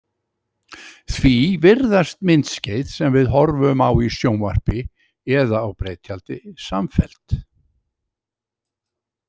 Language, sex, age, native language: Icelandic, male, 60-69, Icelandic